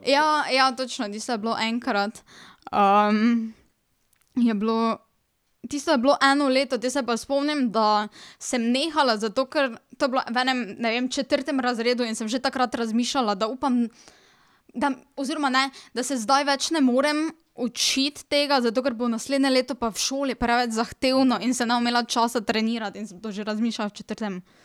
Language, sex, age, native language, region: Slovenian, female, 18-29, Slovenian, Drava region